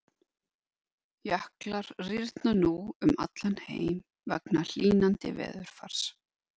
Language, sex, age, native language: Icelandic, female, 50-59, Icelandic